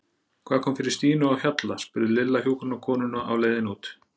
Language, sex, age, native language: Icelandic, male, 40-49, Icelandic